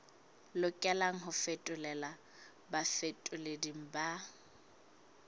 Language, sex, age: Southern Sotho, female, 20